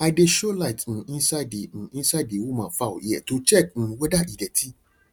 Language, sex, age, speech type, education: Nigerian Pidgin, male, 30-45, spontaneous, tertiary